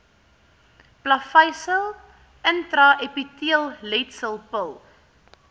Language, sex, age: Afrikaans, female, 18